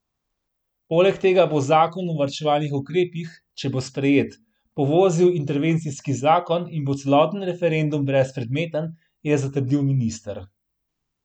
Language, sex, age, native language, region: Slovenian, male, 30-49, Slovenian, Central Slovenia